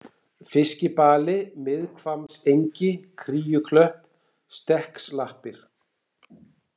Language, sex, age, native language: Icelandic, female, 40-49, Icelandic